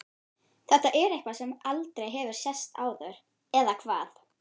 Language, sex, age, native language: Icelandic, female, 12, Icelandic